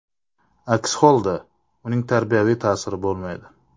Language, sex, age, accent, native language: Uzbek, male, 25-34, Navoiy, Uzbek